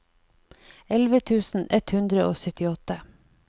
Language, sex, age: Norwegian, female, 49